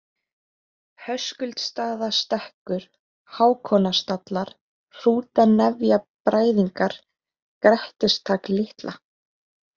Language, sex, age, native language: Icelandic, female, 20-29, Icelandic